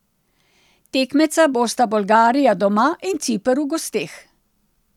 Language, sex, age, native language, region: Slovenian, female, 60+, Slovenian, Central Slovenia